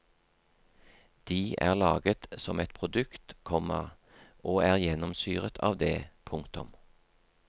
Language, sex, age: Norwegian, male, 43